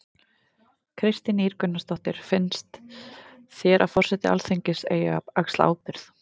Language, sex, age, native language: Icelandic, female, 30-39, Icelandic